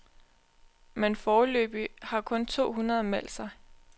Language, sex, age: Danish, female, 20